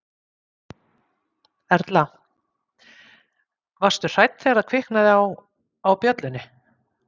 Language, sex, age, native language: Icelandic, female, 50-59, Icelandic